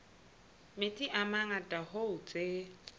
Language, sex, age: Southern Sotho, female, 22